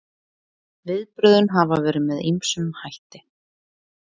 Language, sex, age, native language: Icelandic, female, 20-29, Icelandic